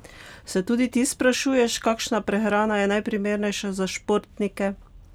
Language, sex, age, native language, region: Slovenian, female, 50-59, Slovenian, Pomurje region